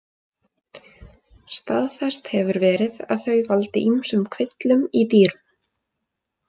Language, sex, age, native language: Icelandic, female, 20-29, Icelandic